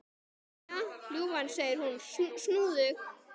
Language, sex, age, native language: Icelandic, male, 10, Icelandic